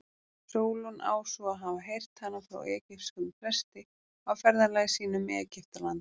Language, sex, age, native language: Icelandic, female, 30-39, Icelandic